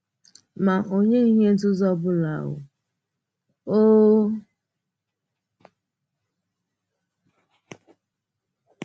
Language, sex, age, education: Igbo, female, 15-29, tertiary